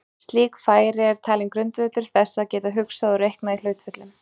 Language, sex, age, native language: Icelandic, female, 30-39, Icelandic